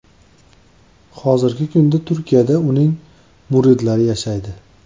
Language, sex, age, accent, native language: Uzbek, male, 25-34, Andijon, Uzbek